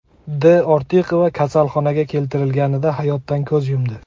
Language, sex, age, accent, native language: Uzbek, male, 18-24, Navoiy, Uzbek